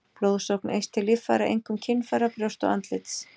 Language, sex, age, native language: Icelandic, female, 40-49, Icelandic